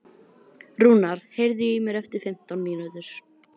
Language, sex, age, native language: Icelandic, female, 18-19, Icelandic